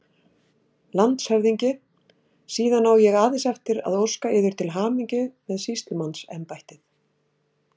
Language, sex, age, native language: Icelandic, female, 60-69, Icelandic